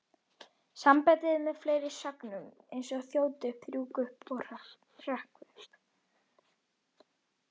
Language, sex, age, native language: Icelandic, female, 21, Icelandic